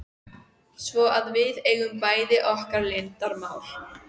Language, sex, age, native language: Icelandic, female, 14, Icelandic